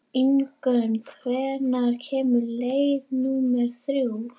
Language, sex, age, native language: Icelandic, female, 11, Icelandic